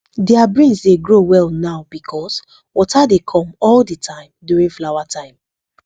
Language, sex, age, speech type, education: Nigerian Pidgin, female, 15-29, spontaneous, tertiary